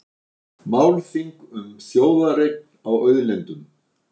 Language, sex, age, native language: Icelandic, male, 60-69, Icelandic